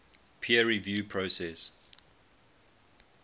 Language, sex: English, male